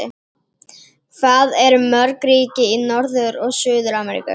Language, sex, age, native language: Icelandic, female, 18-19, Icelandic